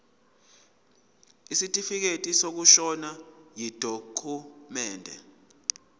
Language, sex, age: Zulu, male, 22